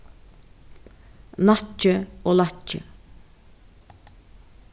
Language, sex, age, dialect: Faroese, female, 36-60, Suðurstreymoy